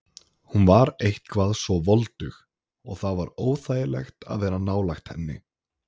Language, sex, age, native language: Icelandic, male, 20-29, Icelandic